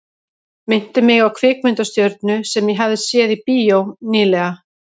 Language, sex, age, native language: Icelandic, female, 30-39, Icelandic